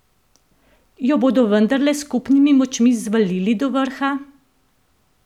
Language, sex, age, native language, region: Slovenian, female, 50-59, Slovenian, Central Slovenia